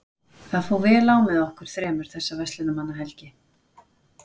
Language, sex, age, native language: Icelandic, female, 40-49, Icelandic